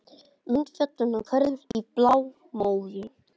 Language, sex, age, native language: Icelandic, male, 20-29, Icelandic